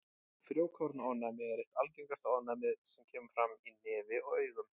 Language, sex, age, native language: Icelandic, male, 20-29, Icelandic